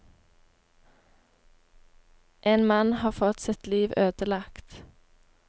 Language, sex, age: Norwegian, female, 18